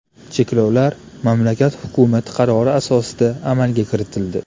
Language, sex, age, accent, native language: Uzbek, male, 18-24, Namangan, Uzbek